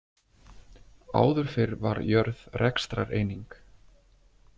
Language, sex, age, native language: Icelandic, male, 20-29, Icelandic